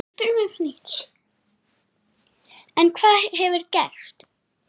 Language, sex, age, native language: Icelandic, female, 9, Icelandic